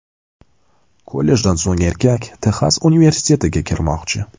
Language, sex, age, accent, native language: Uzbek, male, 18-24, Andijon, Uzbek